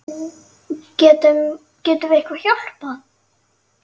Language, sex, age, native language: Icelandic, female, 9, Icelandic